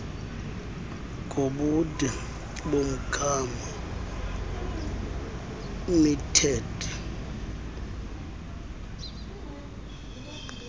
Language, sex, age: Xhosa, male, 35